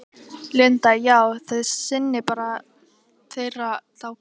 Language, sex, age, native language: Icelandic, female, 12, Icelandic